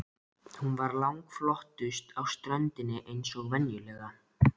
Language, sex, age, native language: Icelandic, male, 13, Icelandic